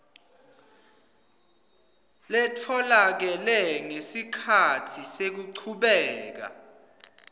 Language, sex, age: Swati, male, 25